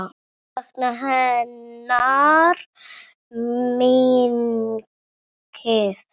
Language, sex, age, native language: Icelandic, female, 7, Icelandic